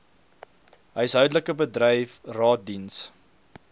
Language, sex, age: Afrikaans, male, 22